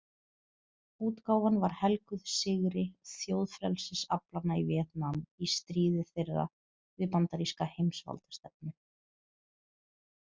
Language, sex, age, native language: Icelandic, female, 30-39, Portuguese